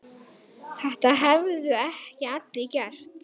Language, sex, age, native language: Icelandic, male, 9, Icelandic